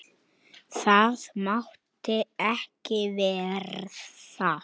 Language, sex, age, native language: Icelandic, male, 9, Icelandic